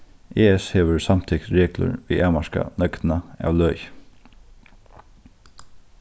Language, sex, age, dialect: Faroese, male, 15-35, Norðurstreymoy/Eysturoy